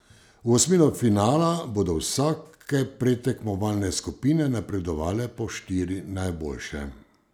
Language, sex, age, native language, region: Slovenian, male, 50-59, Slovenian, Savinja region